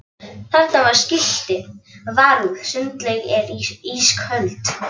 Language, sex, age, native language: Icelandic, female, 11, Icelandic